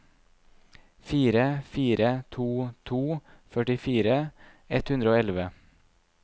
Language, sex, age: Norwegian, male, 26